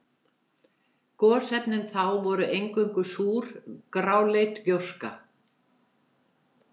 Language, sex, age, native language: Icelandic, female, 70-79, Icelandic